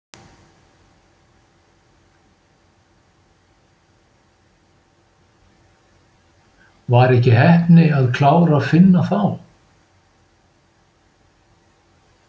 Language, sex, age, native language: Icelandic, male, 50-59, Icelandic